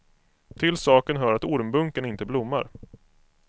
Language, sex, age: Swedish, male, 25